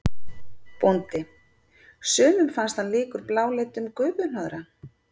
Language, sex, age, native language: Icelandic, female, 50-59, Icelandic